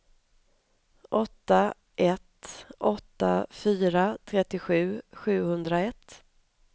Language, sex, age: Swedish, female, 31